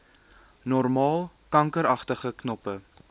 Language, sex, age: Afrikaans, male, 19